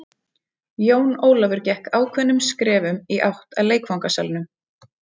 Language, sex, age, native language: Icelandic, female, 30-39, Icelandic